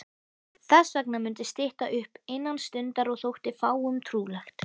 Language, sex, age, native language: Icelandic, female, 13, Icelandic